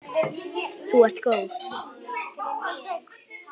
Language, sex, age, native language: Icelandic, female, 8, Icelandic